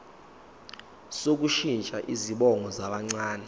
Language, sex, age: Zulu, male, 21